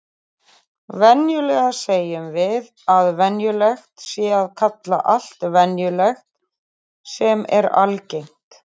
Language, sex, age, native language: Icelandic, female, 30-39, Icelandic